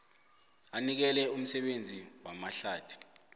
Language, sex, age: South Ndebele, male, 25